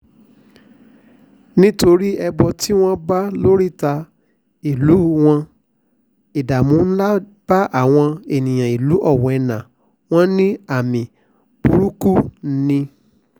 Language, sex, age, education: Yoruba, male, 46-60, tertiary